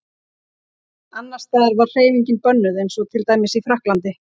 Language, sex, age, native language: Icelandic, female, 40-49, Icelandic